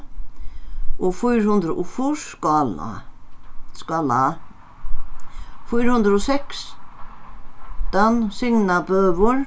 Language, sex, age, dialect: Faroese, female, 61+, Sandoy